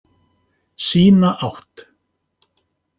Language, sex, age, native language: Icelandic, male, 50-59, Icelandic